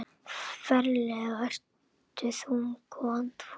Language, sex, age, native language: Icelandic, male, 10, Icelandic